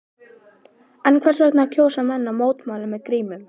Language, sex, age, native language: Icelandic, female, 12, Icelandic